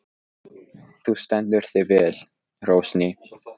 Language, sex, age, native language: Icelandic, male, 14, Polish